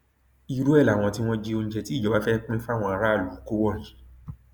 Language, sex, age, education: Yoruba, male, 30-45, tertiary